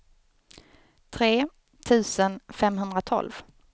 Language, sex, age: Swedish, female, 29